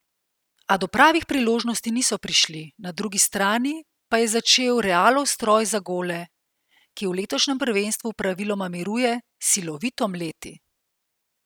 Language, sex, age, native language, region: Slovenian, female, 50-59, Slovenian, Central Slovenia